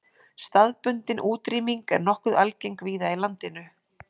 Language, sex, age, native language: Icelandic, female, 40-49, Icelandic